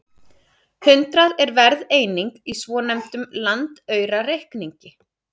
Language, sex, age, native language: Icelandic, female, 30-39, Icelandic